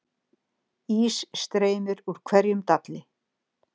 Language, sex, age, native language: Icelandic, female, 60-69, Icelandic